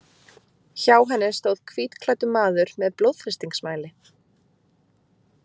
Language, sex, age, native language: Icelandic, female, 20-29, Icelandic